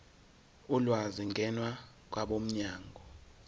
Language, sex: Zulu, male